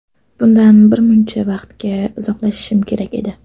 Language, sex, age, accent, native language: Uzbek, female, 12-17, Toshkent shahri, Uzbek